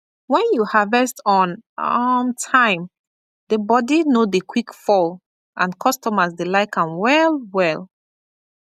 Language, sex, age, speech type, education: Nigerian Pidgin, female, 15-29, spontaneous, tertiary